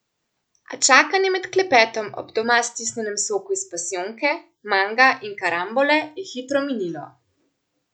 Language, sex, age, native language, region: Slovenian, female, 18-29, Slovenian, Central Slovenia